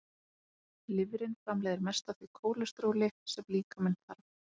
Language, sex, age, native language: Icelandic, female, 30-39, Icelandic